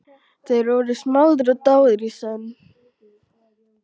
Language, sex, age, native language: Icelandic, female, 12, Icelandic